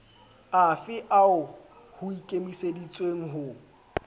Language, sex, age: Southern Sotho, male, 20